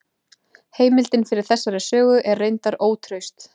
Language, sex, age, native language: Icelandic, female, 20-29, Icelandic